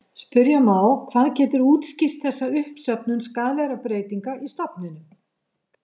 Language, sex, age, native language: Icelandic, female, 70-79, Icelandic